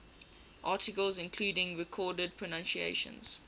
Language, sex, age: English, female, 18